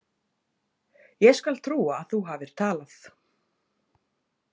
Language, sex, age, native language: Icelandic, female, 30-39, Icelandic